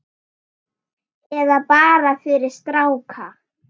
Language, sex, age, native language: Icelandic, female, 9, Icelandic